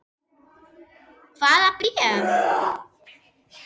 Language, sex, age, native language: Icelandic, female, 8, Icelandic